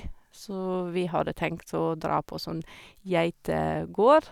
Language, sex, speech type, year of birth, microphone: Norwegian, female, spontaneous, 1978, Sennheiser